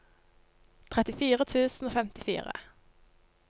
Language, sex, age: Norwegian, female, 19